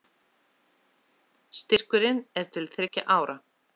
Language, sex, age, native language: Icelandic, female, 30-39, Icelandic